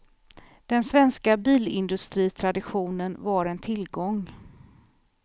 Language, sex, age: Swedish, female, 43